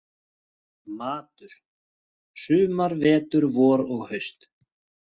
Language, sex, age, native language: Icelandic, male, 30-39, Icelandic